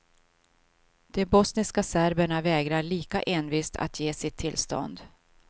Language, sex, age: Swedish, female, 52